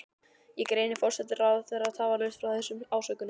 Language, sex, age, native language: Icelandic, male, 12, Icelandic